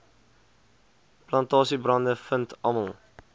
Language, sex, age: Afrikaans, male, 20